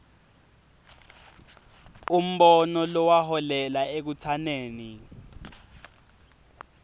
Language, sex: Swati, male